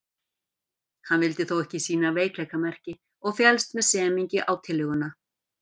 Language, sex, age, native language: Icelandic, female, 50-59, Icelandic